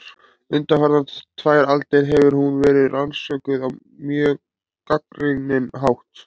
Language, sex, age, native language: Icelandic, male, 20-29, Icelandic